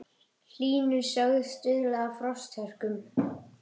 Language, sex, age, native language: Icelandic, female, 30-39, Icelandic